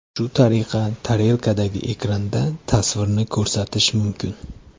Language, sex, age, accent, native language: Uzbek, male, 25-34, Farg'ona, Uzbek